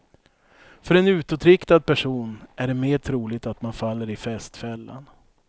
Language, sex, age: Swedish, male, 42